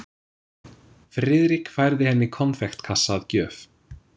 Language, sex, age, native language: Icelandic, male, 20-29, English